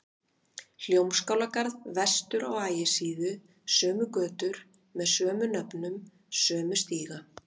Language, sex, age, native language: Icelandic, female, 50-59, Icelandic